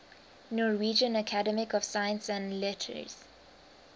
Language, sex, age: English, female, 19